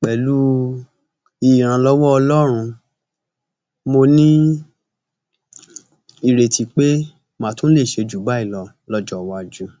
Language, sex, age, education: Yoruba, male, 30-45, tertiary